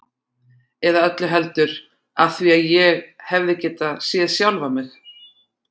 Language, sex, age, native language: Icelandic, female, 40-49, Icelandic